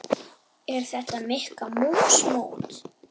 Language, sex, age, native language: Icelandic, male, 8, Icelandic